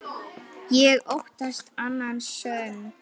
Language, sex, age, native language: Icelandic, female, 9, Icelandic